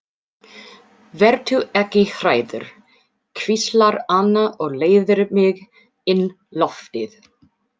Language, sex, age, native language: Icelandic, female, 40-49, English